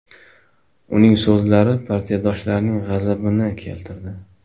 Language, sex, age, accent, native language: Uzbek, male, 18-24, Namangan, Uzbek